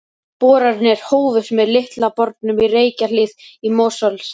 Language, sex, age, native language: Icelandic, male, 13, Icelandic